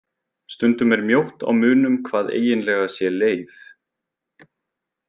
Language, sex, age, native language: Icelandic, male, 20-29, Icelandic